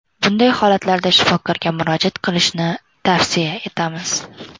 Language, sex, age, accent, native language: Uzbek, female, under 19, Toshkent viloyati, Uzbek